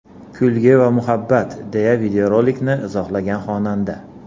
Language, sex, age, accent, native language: Uzbek, male, 40-49, Andijon, Uzbek